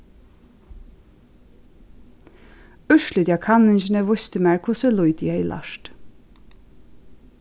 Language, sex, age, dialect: Faroese, female, 36-60, Suðurstreymoy